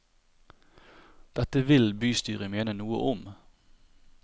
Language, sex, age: Norwegian, male, 30